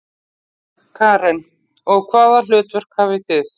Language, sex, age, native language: Icelandic, female, 40-49, Icelandic